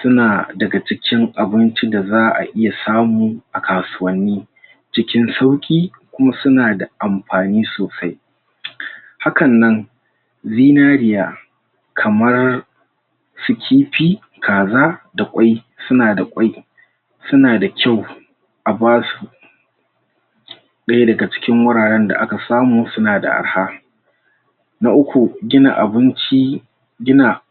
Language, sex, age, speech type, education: Hausa, male, 46-60, spontaneous, tertiary